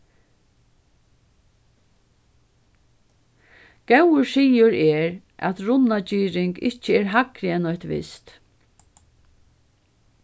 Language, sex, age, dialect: Faroese, female, 36-60, Norðurstreymoy/Eysturoy